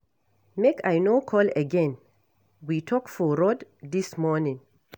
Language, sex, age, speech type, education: Nigerian Pidgin, female, 60+, read, tertiary